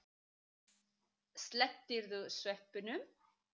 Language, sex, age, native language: Icelandic, female, 30-39, Icelandic